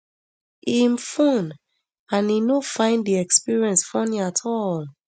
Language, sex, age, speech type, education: Nigerian Pidgin, female, 30-45, spontaneous, tertiary